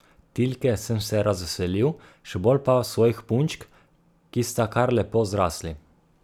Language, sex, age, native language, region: Slovenian, male, 30-49, Slovenian, Gorica region